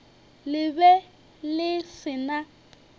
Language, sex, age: Northern Sotho, female, 21